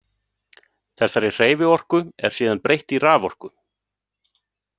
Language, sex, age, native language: Icelandic, male, 30-39, Icelandic